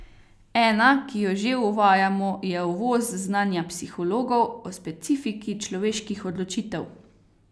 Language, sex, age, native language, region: Slovenian, female, 18-29, Slovenian, Carinthia region